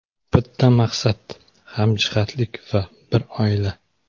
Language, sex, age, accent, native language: Uzbek, male, 18-24, Qoraqalpog'iston, Uzbek